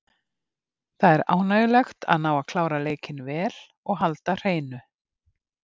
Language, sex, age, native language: Icelandic, female, 50-59, Icelandic